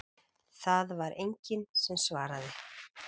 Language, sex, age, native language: Icelandic, female, 40-49, Icelandic